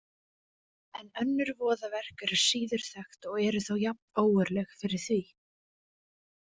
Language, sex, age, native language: Icelandic, female, 20-29, Icelandic